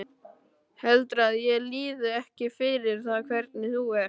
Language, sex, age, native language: Icelandic, male, 12, Icelandic